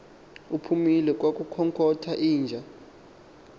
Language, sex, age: Xhosa, male, 19